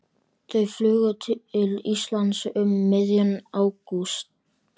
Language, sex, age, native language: Icelandic, male, 12, Icelandic